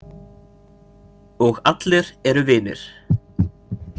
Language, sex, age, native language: Icelandic, male, 30-39, Icelandic